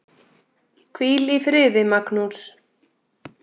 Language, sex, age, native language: Icelandic, female, 7, Icelandic